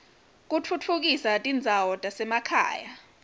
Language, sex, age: Swati, female, 22